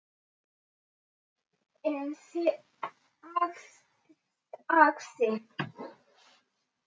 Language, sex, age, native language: Icelandic, male, 10, Icelandic